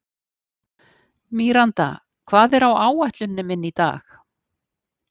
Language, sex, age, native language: Icelandic, female, 50-59, Icelandic